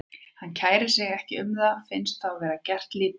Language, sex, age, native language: Icelandic, female, 30-39, Icelandic